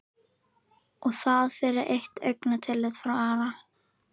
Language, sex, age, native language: Icelandic, female, 11, Icelandic